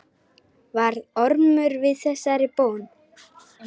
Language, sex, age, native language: Icelandic, female, 10, Icelandic